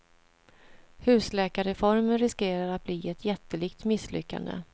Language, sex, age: Swedish, female, 47